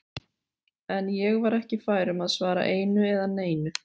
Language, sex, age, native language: Icelandic, female, 40-49, Icelandic